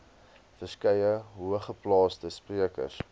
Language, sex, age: Afrikaans, male, 20